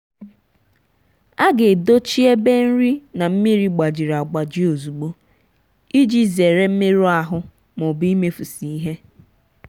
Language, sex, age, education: Igbo, female, 15-29, tertiary